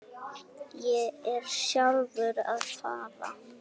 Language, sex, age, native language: Icelandic, female, 7, Icelandic